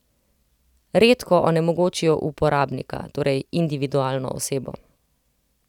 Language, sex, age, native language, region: Slovenian, female, 30-49, Slovenian, Central Slovenia